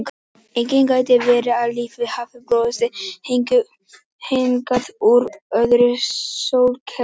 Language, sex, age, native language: Icelandic, male, 18-19, Icelandic